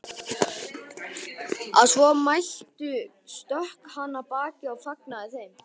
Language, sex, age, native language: Icelandic, male, 12, Icelandic